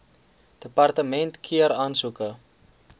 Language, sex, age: Afrikaans, male, 19